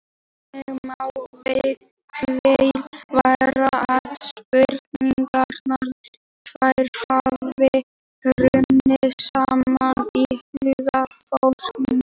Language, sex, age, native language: Icelandic, female, 18-19, Icelandic